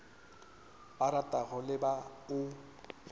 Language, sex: Northern Sotho, male